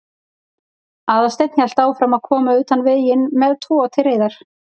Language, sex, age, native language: Icelandic, female, 40-49, Icelandic